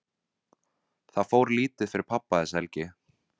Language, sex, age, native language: Icelandic, male, 20-29, Vietnamese